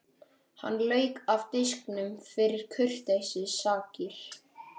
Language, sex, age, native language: Icelandic, male, 12, Icelandic